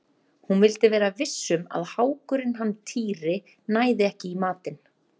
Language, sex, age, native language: Icelandic, female, 30-39, Icelandic